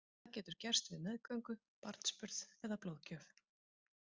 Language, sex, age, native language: Icelandic, female, 30-39, Icelandic